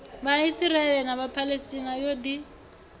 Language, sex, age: Venda, female, 28